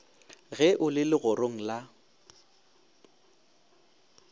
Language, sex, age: Northern Sotho, male, 18